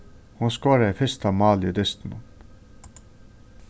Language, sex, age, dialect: Faroese, male, 36-60, Suðurstreymoy